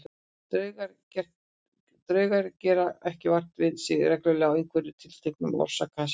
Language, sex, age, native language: Icelandic, female, 60-69, Icelandic